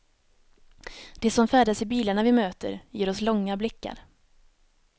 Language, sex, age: Swedish, female, 19